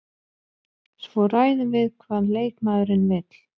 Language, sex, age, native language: Icelandic, female, 20-29, Icelandic